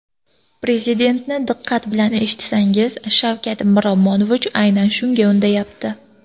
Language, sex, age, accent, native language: Uzbek, female, 18-24, Qashqadaryo, Uzbek